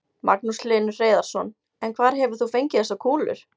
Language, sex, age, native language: Icelandic, female, 20-29, Icelandic